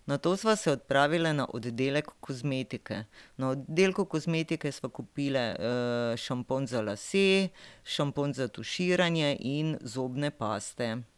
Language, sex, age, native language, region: Slovenian, female, 50-59, Slovenian, Drava region